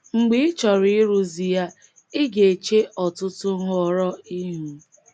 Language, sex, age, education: Igbo, female, 15-29, tertiary